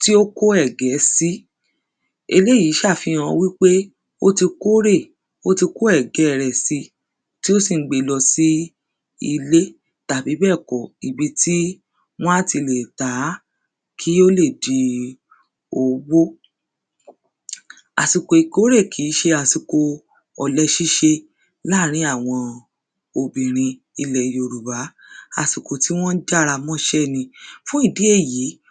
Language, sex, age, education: Yoruba, female, 30-45, secondary